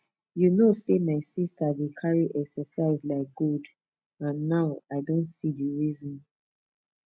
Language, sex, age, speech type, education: Nigerian Pidgin, female, 15-29, spontaneous, tertiary